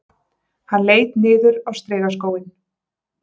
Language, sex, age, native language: Icelandic, female, 30-39, Icelandic